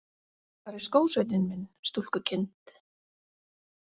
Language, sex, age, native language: Icelandic, female, 40-49, Icelandic